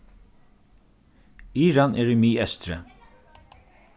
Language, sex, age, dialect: Faroese, male, 36-60, Norðurstreymoy/Eysturoy